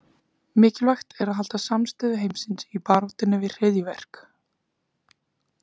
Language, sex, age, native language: Icelandic, female, 20-29, Icelandic